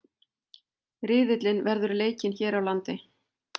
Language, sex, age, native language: Icelandic, female, 40-49, Icelandic